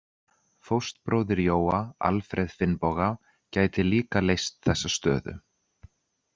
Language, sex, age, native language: Icelandic, male, 30-39, Icelandic